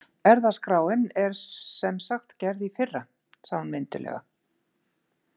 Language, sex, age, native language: Icelandic, female, 50-59, Icelandic